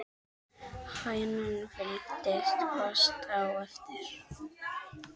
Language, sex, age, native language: Icelandic, male, 7, Icelandic